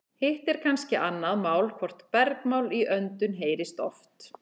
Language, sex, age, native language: Icelandic, female, 40-49, Icelandic